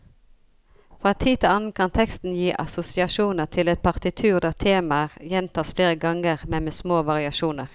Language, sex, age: Norwegian, female, 40